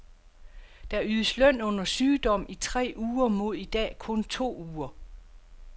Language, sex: Danish, female